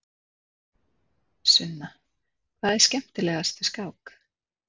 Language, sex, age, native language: Icelandic, female, 30-39, Icelandic